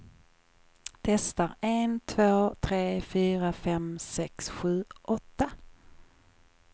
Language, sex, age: Swedish, female, 21